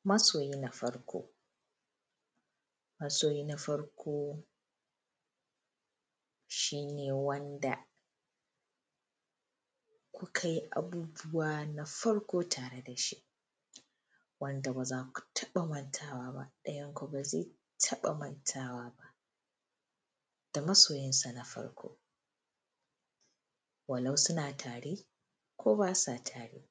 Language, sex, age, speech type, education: Hausa, female, 15-29, spontaneous, primary